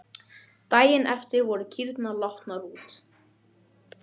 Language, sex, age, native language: Icelandic, male, 12, Icelandic